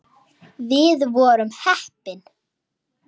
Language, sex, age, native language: Icelandic, female, 9, Icelandic